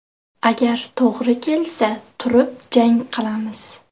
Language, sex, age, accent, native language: Uzbek, female, 18-24, Qashqadaryo, Uzbek